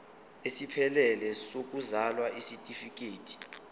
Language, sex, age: Zulu, male, 25